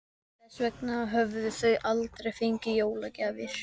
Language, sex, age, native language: Icelandic, male, 12, Icelandic